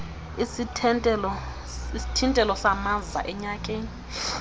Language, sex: Xhosa, female